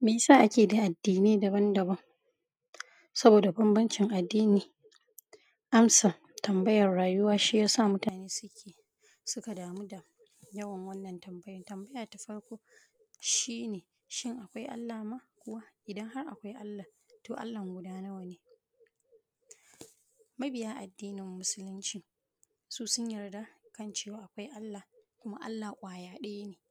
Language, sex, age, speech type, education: Hausa, female, 30-45, spontaneous, primary